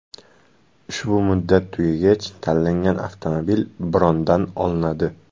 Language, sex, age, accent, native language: Uzbek, male, 18-24, Jizzax, Uzbek